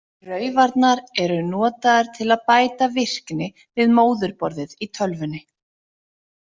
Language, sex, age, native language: Icelandic, female, 30-39, Icelandic